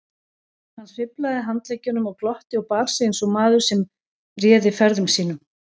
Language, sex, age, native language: Icelandic, female, 40-49, Icelandic